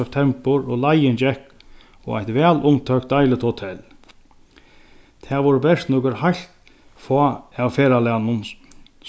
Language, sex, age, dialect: Faroese, male, 36-60, Sandoy